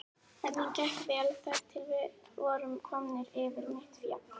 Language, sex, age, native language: Icelandic, female, 18-19, Icelandic